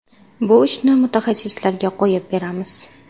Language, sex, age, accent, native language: Uzbek, female, 18-24, Qashqadaryo, Uzbek